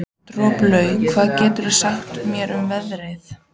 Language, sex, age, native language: Icelandic, female, 14, Icelandic